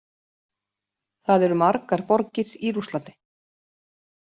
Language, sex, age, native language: Icelandic, female, 50-59, Icelandic